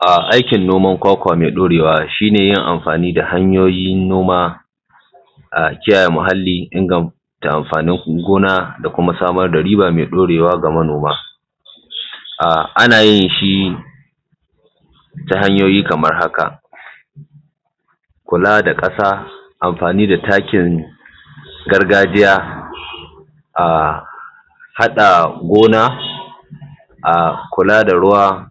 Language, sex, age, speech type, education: Hausa, male, 15-29, spontaneous, tertiary